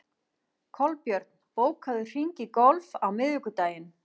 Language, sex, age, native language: Icelandic, female, 40-49, Icelandic